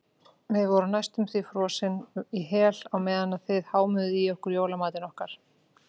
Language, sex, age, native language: Icelandic, female, 40-49, Icelandic